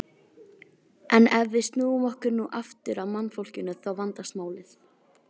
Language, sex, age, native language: Icelandic, female, 18-19, Icelandic